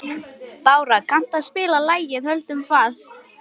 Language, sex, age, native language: Icelandic, female, 18-19, Lithuanian